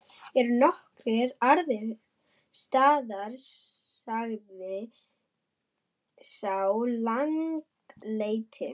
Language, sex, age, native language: Icelandic, female, 11, German